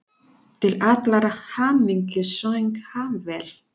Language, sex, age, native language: Icelandic, female, 40-49, Spanish